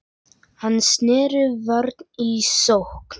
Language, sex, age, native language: Icelandic, male, 10, Icelandic